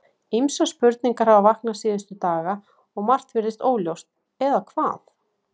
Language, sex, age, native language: Icelandic, female, 40-49, Icelandic